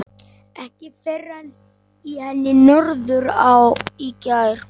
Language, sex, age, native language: Icelandic, male, 11, Icelandic